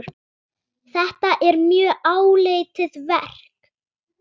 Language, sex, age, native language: Icelandic, female, 8, Icelandic